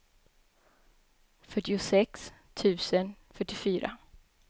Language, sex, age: Swedish, female, 21